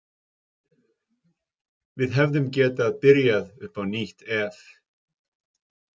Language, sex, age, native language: Icelandic, male, 50-59, Icelandic